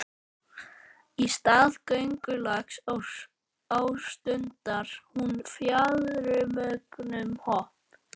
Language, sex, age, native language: Icelandic, male, 12, Icelandic